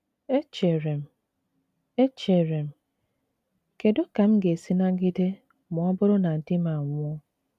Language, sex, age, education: Igbo, female, 30-45, tertiary